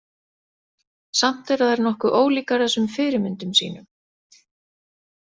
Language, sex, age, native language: Icelandic, female, 40-49, Icelandic